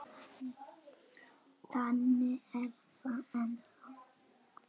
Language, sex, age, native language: Icelandic, male, 8, Icelandic